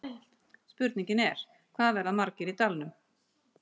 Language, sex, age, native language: Icelandic, female, 60-69, Icelandic